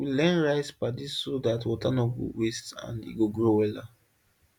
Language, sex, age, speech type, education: Nigerian Pidgin, male, 15-29, spontaneous, tertiary